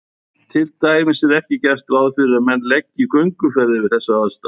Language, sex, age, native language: Icelandic, male, 50-59, Icelandic